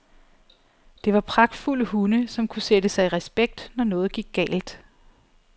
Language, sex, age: Danish, female, 34